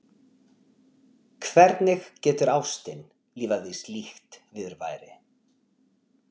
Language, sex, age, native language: Icelandic, male, 40-49, Portuguese